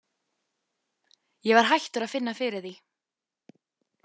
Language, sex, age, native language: Icelandic, female, 20-29, Icelandic